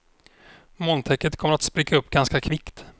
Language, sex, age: Swedish, male, 26